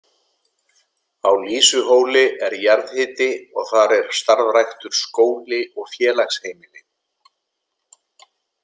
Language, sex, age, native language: Icelandic, male, 70-79, Icelandic